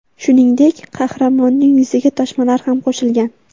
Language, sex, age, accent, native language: Uzbek, female, 18-24, Namangan, Uzbek